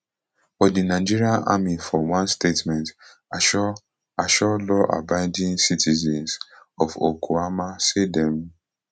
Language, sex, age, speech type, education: Nigerian Pidgin, male, 15-29, spontaneous, tertiary